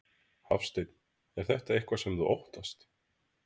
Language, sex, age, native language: Icelandic, male, 30-39, Icelandic